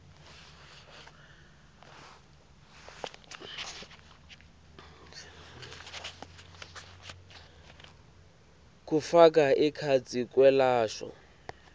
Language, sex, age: Swati, male, 18